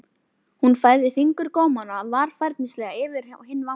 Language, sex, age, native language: Icelandic, female, 11, Icelandic